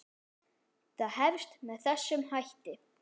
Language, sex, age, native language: Icelandic, female, 10, Icelandic